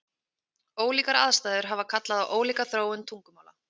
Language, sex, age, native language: Icelandic, female, 30-39, Icelandic